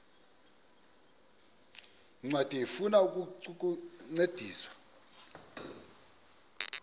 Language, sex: Xhosa, male